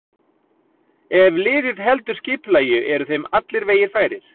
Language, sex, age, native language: Icelandic, male, 40-49, Icelandic